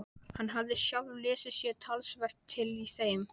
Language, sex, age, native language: Icelandic, male, 12, Icelandic